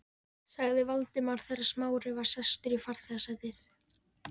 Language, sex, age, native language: Icelandic, female, 14, Icelandic